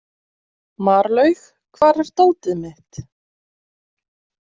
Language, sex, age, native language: Icelandic, female, 20-29, Icelandic